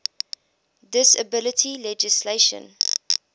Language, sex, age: English, female, 21